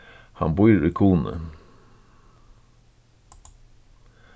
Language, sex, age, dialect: Faroese, male, 36-60, Suðurstreymoy